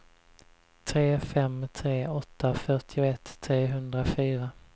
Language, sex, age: Swedish, male, 20